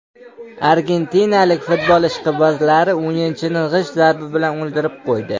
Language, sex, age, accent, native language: Uzbek, male, under 19, Qashqadaryo, Uzbek